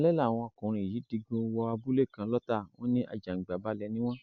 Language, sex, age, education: Yoruba, male, 46-60, tertiary